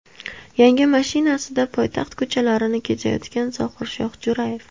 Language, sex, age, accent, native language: Uzbek, female, 18-24, Samarqand, Uzbek